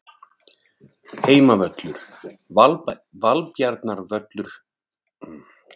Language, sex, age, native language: Icelandic, male, 40-49, Icelandic